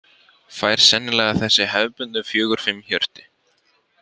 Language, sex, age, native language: Icelandic, male, 50-59, Icelandic